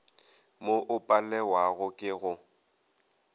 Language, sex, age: Northern Sotho, male, 22